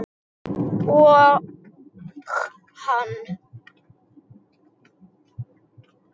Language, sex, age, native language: Icelandic, male, 6, Icelandic